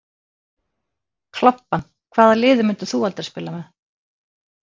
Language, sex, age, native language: Icelandic, female, 50-59, Icelandic